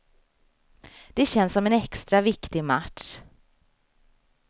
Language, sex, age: Swedish, female, 35